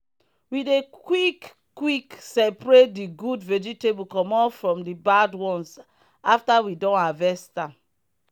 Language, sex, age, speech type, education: Nigerian Pidgin, female, 30-45, spontaneous, tertiary